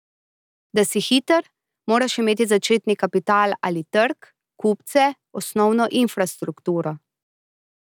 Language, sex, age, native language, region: Slovenian, female, 30-49, Slovenian, Drava region